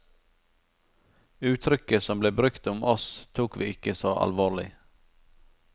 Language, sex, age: Norwegian, male, 43